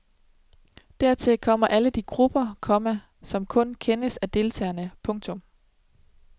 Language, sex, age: Danish, female, 27